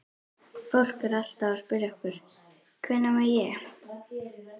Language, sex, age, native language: Icelandic, other, 11, Icelandic